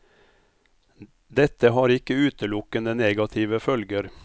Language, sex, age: Norwegian, male, 57